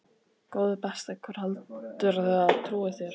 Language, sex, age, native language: Icelandic, male, 12, Icelandic